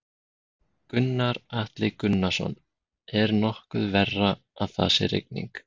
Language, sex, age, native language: Icelandic, male, 30-39, Icelandic